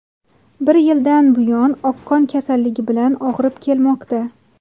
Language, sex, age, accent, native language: Uzbek, female, 19-29, Xorazm, Uzbek